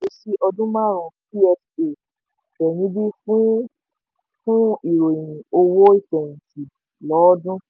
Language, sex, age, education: Yoruba, female, 15-29, tertiary